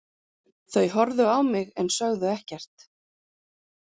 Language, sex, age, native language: Icelandic, female, 40-49, Icelandic